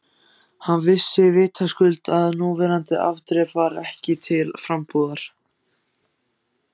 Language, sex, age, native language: Icelandic, other, 14, Icelandic